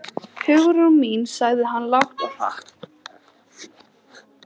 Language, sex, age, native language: Icelandic, female, 13, Icelandic